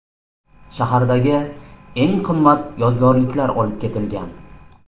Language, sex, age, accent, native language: Uzbek, male, 25-34, Namangan, Uzbek